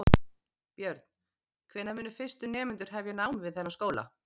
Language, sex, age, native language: Icelandic, female, 30-39, Icelandic